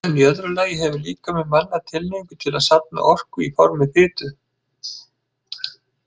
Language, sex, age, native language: Icelandic, male, 60-69, Icelandic